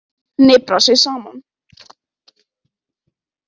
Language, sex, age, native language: Icelandic, female, 18-19, Icelandic